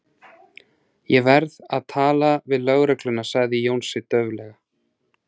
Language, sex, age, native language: Icelandic, male, 30-39, Icelandic